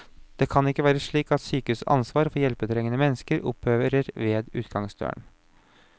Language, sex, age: Norwegian, male, 29